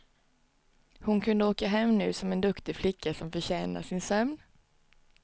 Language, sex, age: Swedish, female, 19